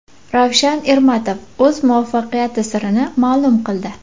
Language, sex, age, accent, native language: Uzbek, female, 18-24, Farg'ona, Uzbek